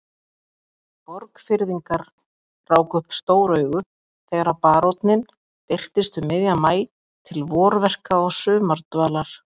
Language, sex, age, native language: Icelandic, female, 50-59, Icelandic